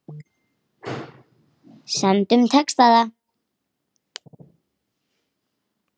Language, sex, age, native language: Icelandic, female, 8, Icelandic